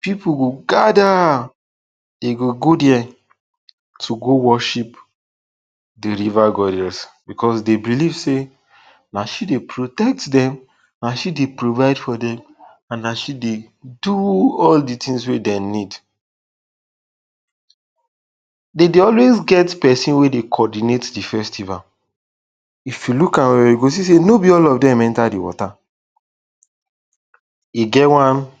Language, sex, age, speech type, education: Nigerian Pidgin, male, 15-29, spontaneous, tertiary